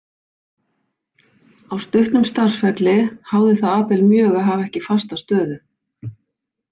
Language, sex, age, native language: Icelandic, female, 50-59, Icelandic